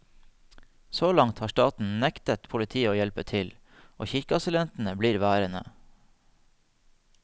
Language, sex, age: Norwegian, male, 30